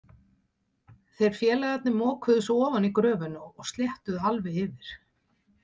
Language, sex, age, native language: Icelandic, female, 60-69, Icelandic